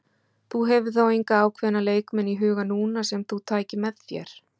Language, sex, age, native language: Icelandic, female, 40-49, Icelandic